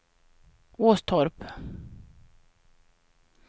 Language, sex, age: Swedish, female, 49